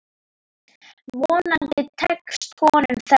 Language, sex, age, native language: Icelandic, female, 10, Icelandic